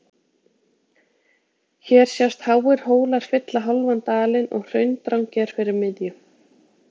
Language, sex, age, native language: Icelandic, female, 20-29, Icelandic